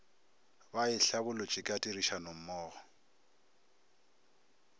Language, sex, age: Northern Sotho, male, 24